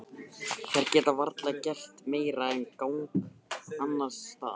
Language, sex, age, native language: Icelandic, male, 15, Icelandic